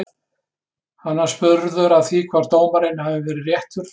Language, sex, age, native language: Icelandic, male, 60-69, Icelandic